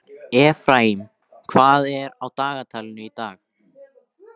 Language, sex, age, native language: Icelandic, male, 18-19, Icelandic